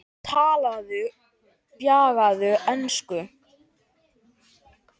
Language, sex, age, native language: Icelandic, male, 10, Icelandic